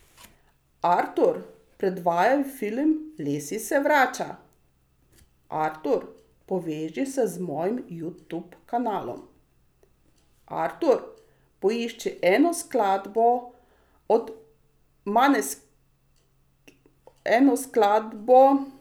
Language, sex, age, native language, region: Slovenian, female, 60+, Slovenian, Savinja region